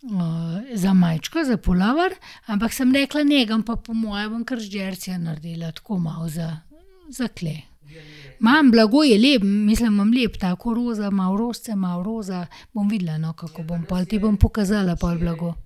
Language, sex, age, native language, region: Slovenian, female, 30-49, Slovenian, Gorenjska region